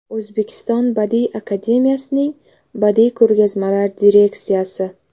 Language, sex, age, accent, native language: Uzbek, female, 18-24, Navoiy, Uzbek